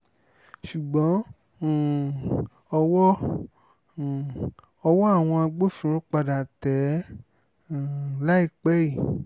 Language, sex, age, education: Yoruba, male, 15-29, tertiary